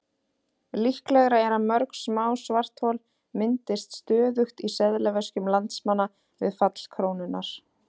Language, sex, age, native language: Icelandic, female, 30-39, Icelandic